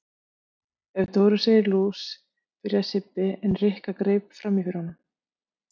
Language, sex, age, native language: Icelandic, female, 50-59, Icelandic